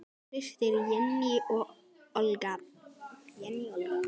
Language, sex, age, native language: Icelandic, male, 10, Icelandic